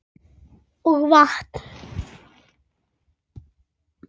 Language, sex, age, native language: Icelandic, female, 9, Icelandic